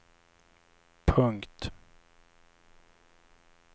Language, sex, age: Swedish, male, 26